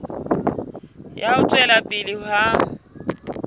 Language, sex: Southern Sotho, female